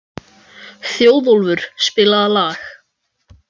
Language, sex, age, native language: Icelandic, male, 14, Icelandic